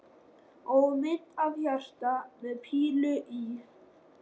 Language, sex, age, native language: Icelandic, male, 13, Icelandic